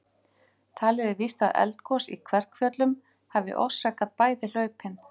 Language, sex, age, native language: Icelandic, female, 50-59, Icelandic